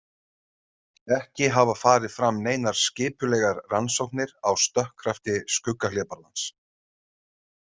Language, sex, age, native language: Icelandic, male, 30-39, Icelandic